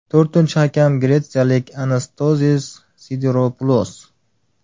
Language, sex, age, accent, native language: Uzbek, male, 19-29, Farg'ona, Uzbek